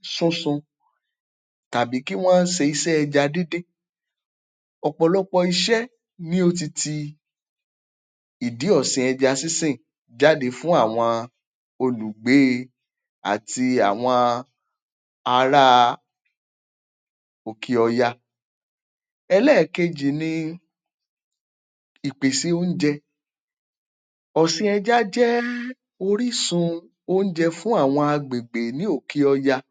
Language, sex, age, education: Yoruba, male, 30-45, tertiary